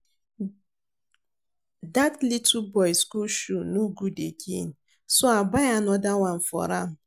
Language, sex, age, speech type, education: Nigerian Pidgin, female, 30-45, read, secondary